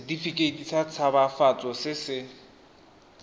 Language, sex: Tswana, male